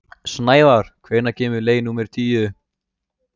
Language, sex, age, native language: Icelandic, male, 14, Icelandic